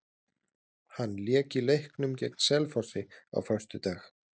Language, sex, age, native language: Icelandic, male, 30-39, Icelandic